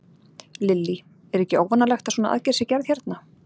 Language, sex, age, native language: Icelandic, female, 40-49, Icelandic